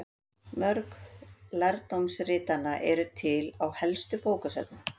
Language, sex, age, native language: Icelandic, female, 40-49, Icelandic